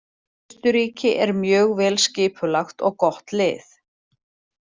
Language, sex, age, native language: Icelandic, female, 40-49, Icelandic